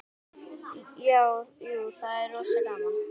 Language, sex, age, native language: Icelandic, female, 10, Icelandic